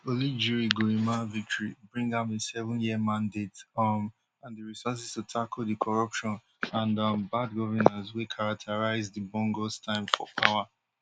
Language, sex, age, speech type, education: Nigerian Pidgin, male, 15-29, spontaneous, tertiary